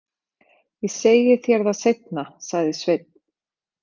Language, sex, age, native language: Icelandic, female, 30-39, Icelandic